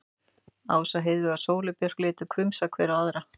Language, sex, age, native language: Icelandic, male, 12, Icelandic